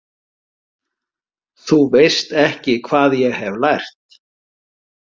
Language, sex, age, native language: Icelandic, male, 50-59, Icelandic